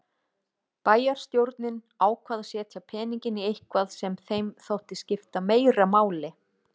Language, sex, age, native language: Icelandic, female, 40-49, Icelandic